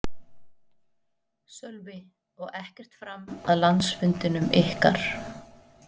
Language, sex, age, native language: Icelandic, female, 40-49, Icelandic